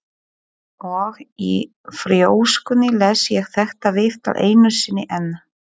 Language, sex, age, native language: Icelandic, female, 40-49, Polish